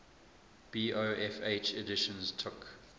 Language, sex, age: English, male, 24